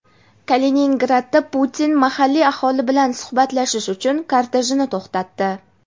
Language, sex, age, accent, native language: Uzbek, female, 18-24, Namangan, Uzbek